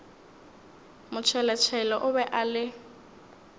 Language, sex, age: Northern Sotho, female, 19